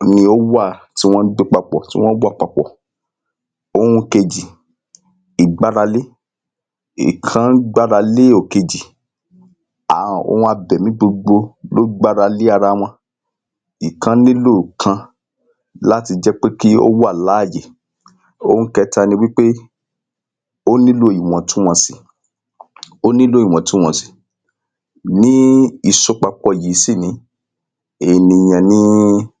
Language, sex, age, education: Yoruba, male, 30-45, secondary